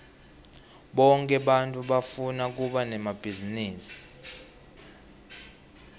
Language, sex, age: Swati, male, 18